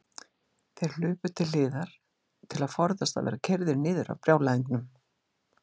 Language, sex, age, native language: Icelandic, female, 60-69, Icelandic